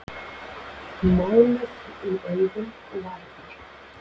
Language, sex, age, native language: Icelandic, female, 40-49, Icelandic